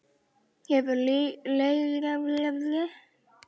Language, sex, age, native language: Icelandic, male, 10, Icelandic